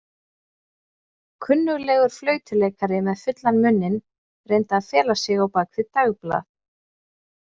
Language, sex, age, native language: Icelandic, female, 20-29, Icelandic